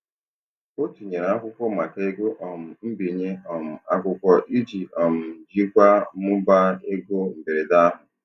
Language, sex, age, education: Igbo, male, 30-45, tertiary